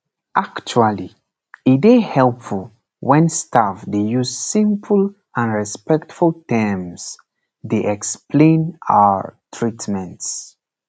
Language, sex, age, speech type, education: Nigerian Pidgin, male, 15-29, spontaneous, secondary